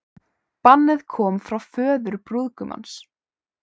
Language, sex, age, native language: Icelandic, female, 18-19, Icelandic